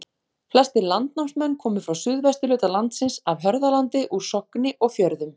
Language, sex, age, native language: Icelandic, female, 40-49, Icelandic